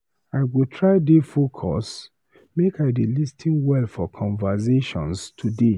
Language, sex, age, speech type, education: Nigerian Pidgin, male, 30-45, read, tertiary